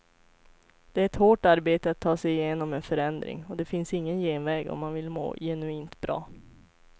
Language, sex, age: Swedish, female, 25